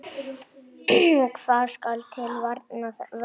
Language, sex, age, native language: Icelandic, female, 8, Icelandic